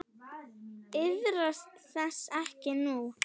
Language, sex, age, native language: Icelandic, female, 9, Icelandic